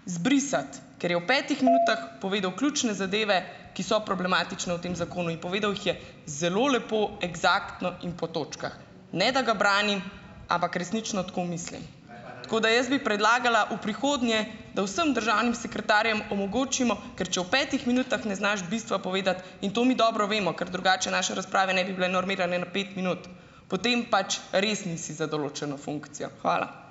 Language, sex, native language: Slovenian, female, Slovenian